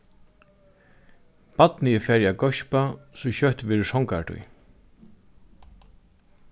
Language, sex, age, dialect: Faroese, male, 36-60, Norðurstreymoy/Eysturoy